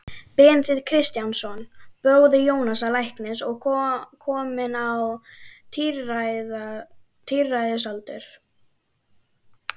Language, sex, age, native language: Icelandic, female, 12, Icelandic